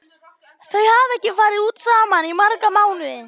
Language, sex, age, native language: Icelandic, male, 11, Icelandic